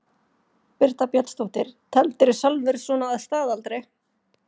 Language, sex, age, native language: Icelandic, female, 30-39, Icelandic